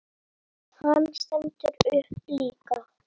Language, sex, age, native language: Icelandic, female, 7, Icelandic